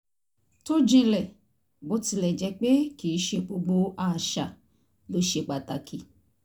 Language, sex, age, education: Yoruba, female, 30-45, tertiary